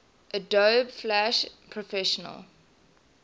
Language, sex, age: English, female, 20